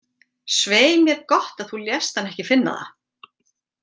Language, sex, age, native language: Icelandic, female, 40-49, Icelandic